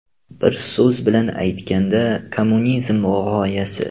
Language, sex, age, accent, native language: Uzbek, male, 18-24, Farg'ona, Uzbek